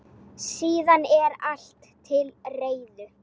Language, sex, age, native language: Icelandic, female, 8, Icelandic